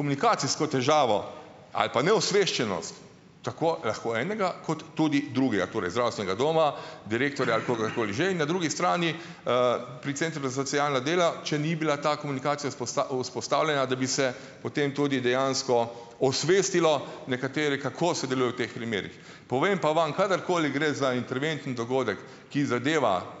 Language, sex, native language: Slovenian, male, Slovenian